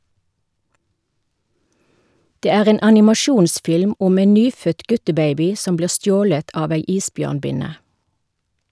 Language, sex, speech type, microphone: Norwegian, female, read, Shure